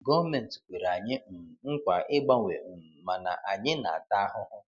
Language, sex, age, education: Igbo, male, 30-45, tertiary